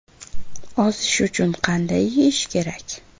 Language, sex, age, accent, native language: Uzbek, female, 18-24, Buxoro, Uzbek